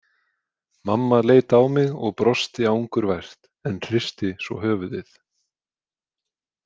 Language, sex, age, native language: Icelandic, male, 20-29, Icelandic